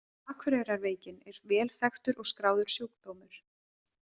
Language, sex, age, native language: Icelandic, female, 20-29, Icelandic